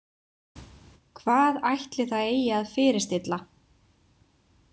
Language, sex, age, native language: Icelandic, female, 20-29, Icelandic